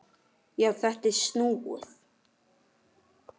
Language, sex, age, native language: Icelandic, male, 9, Icelandic